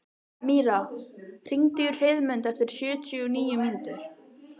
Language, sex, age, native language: Icelandic, female, 13, Icelandic